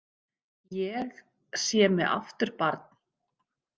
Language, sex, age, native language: Icelandic, female, 50-59, Icelandic